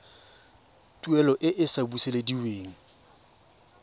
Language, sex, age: Tswana, male, 23